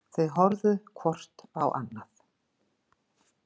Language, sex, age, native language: Icelandic, female, 50-59, Icelandic